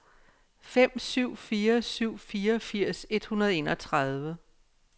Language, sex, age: Danish, female, 57